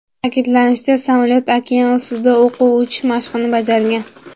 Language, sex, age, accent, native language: Uzbek, male, 18-24, Andijon, Uzbek